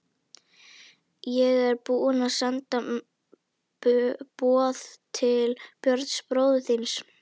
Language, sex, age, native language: Icelandic, female, 11, Icelandic